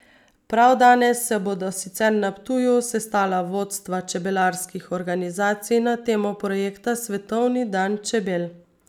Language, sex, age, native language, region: Slovenian, female, 30-49, Slovenian, Savinja region